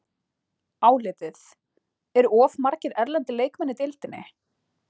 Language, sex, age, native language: Icelandic, other, 20-29, Icelandic